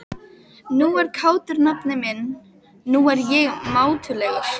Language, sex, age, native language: Icelandic, female, 12, Icelandic